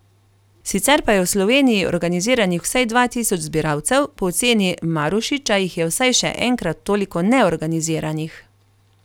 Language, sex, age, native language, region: Slovenian, female, 30-49, Slovenian, Carinthia region